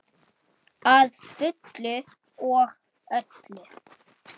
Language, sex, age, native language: Icelandic, male, 8, Icelandic